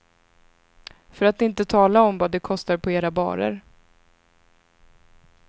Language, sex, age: Swedish, female, 26